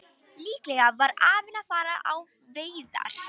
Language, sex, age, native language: Icelandic, female, 18-19, Romanian